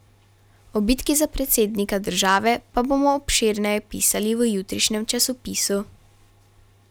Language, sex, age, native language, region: Slovenian, female, 12-17, Slovenian, Carinthia region